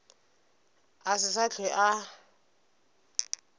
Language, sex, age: Northern Sotho, female, 25